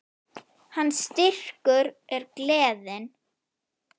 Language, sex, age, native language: Icelandic, female, 9, Icelandic